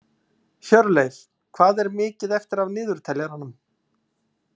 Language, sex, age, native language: Icelandic, male, 40-49, Icelandic